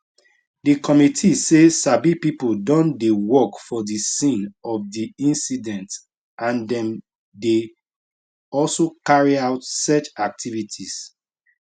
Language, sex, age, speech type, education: Nigerian Pidgin, male, 30-45, spontaneous, tertiary